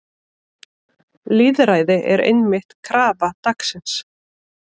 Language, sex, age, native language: Icelandic, female, 30-39, Icelandic